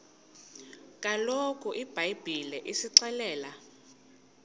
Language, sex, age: Xhosa, female, 22